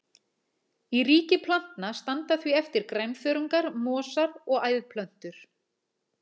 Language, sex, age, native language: Icelandic, female, 40-49, Icelandic